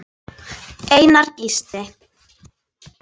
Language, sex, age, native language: Icelandic, female, 9, Icelandic